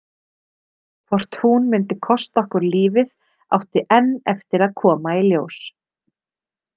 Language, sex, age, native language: Icelandic, female, 30-39, Icelandic